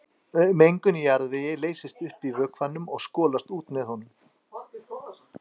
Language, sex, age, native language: Icelandic, other, 50-59, Icelandic